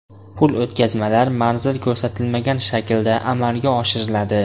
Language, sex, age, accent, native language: Uzbek, male, 18-24, Andijon, Uzbek